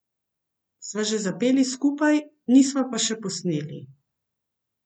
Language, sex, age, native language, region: Slovenian, female, 50-59, Slovenian, Central Slovenia